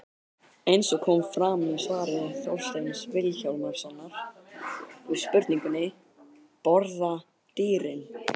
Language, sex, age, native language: Icelandic, male, 18-19, Icelandic